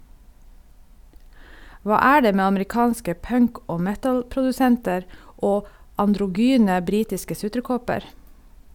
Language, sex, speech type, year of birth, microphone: Norwegian, female, read, 1972, Sennheiser